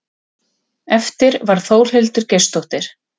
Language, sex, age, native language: Icelandic, female, 30-39, Icelandic